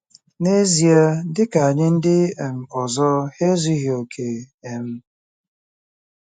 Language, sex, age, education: Igbo, male, 30-45, tertiary